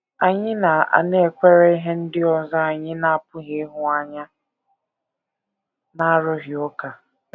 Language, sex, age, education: Igbo, female, 15-29, tertiary